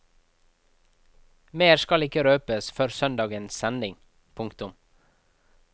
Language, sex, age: Norwegian, male, 24